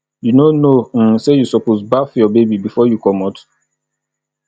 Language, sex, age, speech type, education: Nigerian Pidgin, male, 30-45, spontaneous, tertiary